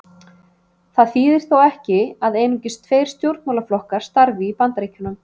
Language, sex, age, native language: Icelandic, female, 30-39, Icelandic